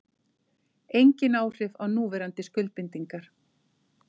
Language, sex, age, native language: Icelandic, female, 50-59, Icelandic